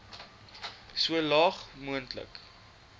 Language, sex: Afrikaans, male